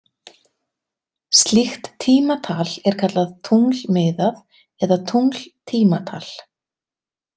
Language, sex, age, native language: Icelandic, female, 30-39, Icelandic